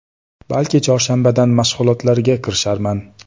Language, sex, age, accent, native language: Uzbek, male, 18-24, Toshkent shahri, Uzbek